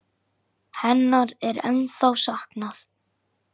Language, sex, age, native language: Icelandic, male, 10, Icelandic